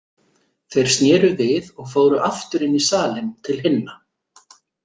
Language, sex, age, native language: Icelandic, male, 40-49, Icelandic